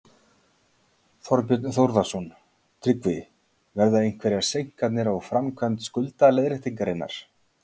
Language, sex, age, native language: Icelandic, male, 40-49, Icelandic